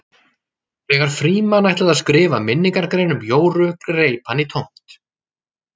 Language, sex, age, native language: Icelandic, male, 40-49, Icelandic